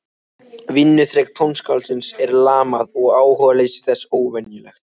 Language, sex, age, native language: Icelandic, male, 14, Icelandic